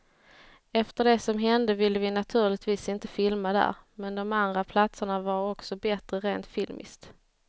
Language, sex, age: Swedish, female, 30